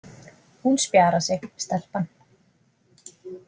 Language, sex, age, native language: Icelandic, female, 20-29, Icelandic